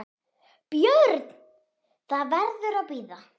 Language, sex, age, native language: Icelandic, female, 9, Icelandic